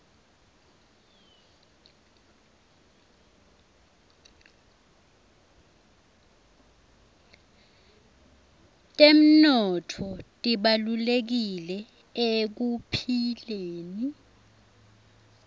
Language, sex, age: Swati, female, 21